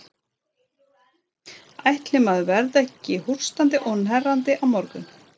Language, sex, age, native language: Icelandic, female, 30-39, Swedish